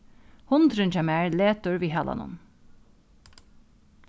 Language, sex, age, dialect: Faroese, female, 36-60, Norðuroyggjar